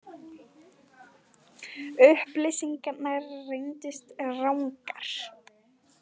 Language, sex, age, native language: Icelandic, female, 20-29, Icelandic